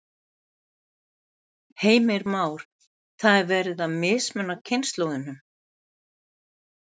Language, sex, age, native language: Icelandic, female, 70-79, Icelandic